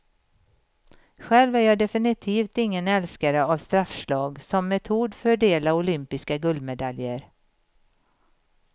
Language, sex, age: Swedish, female, 51